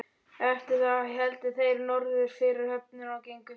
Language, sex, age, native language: Icelandic, male, 12, Icelandic